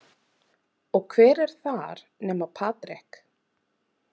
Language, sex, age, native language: Icelandic, female, 30-39, Icelandic